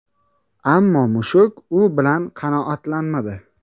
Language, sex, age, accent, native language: Uzbek, male, 18-24, Buxoro, Uzbek